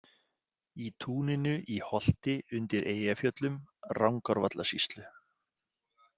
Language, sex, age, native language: Icelandic, male, 40-49, Icelandic